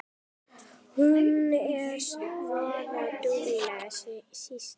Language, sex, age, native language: Icelandic, female, 9, Icelandic